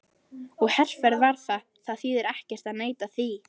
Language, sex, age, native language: Icelandic, female, 11, Icelandic